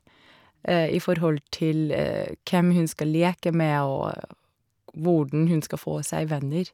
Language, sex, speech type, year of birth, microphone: Norwegian, female, spontaneous, 1984, Shure